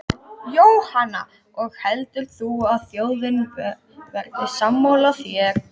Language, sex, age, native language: Icelandic, female, 13, Icelandic